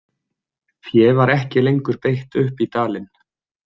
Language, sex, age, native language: Icelandic, male, 20-29, Icelandic